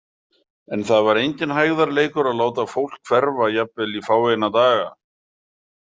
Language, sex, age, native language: Icelandic, male, 40-49, Icelandic